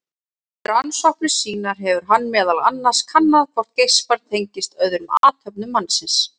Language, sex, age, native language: Icelandic, female, 30-39, Icelandic